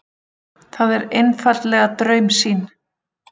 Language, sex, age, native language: Icelandic, female, 40-49, Icelandic